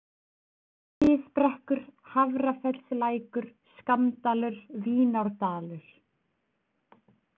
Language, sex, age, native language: Icelandic, female, 20-29, Icelandic